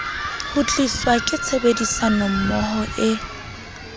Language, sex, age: Southern Sotho, female, 22